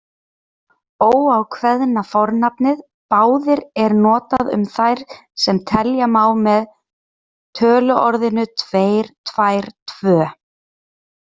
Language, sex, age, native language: Icelandic, female, 30-39, Icelandic